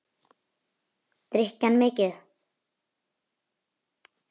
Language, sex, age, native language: Icelandic, female, 9, Icelandic